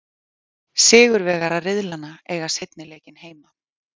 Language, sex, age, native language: Icelandic, female, 40-49, Icelandic